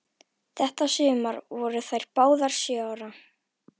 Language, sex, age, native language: Icelandic, female, 11, Icelandic